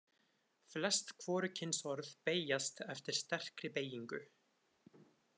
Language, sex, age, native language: Icelandic, male, 20-29, Icelandic